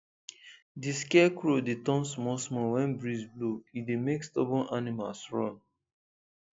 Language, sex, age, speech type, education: Nigerian Pidgin, male, 15-29, spontaneous, tertiary